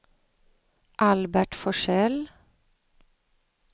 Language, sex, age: Swedish, female, 35